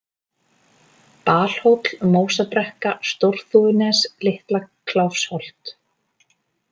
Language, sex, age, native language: Icelandic, female, 30-39, Icelandic